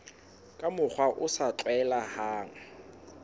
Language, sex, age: Southern Sotho, male, 22